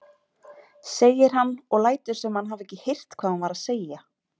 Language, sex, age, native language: Icelandic, female, 30-39, Icelandic